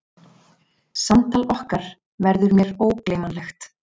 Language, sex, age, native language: Icelandic, female, 30-39, Icelandic